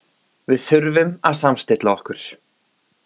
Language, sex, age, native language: Icelandic, male, 20-29, Icelandic